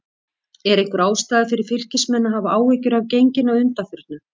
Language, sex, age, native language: Icelandic, female, 50-59, Icelandic